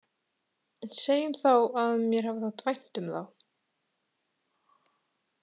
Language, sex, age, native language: Icelandic, female, 30-39, Icelandic